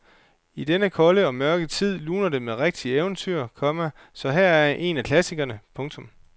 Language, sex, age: Danish, male, 29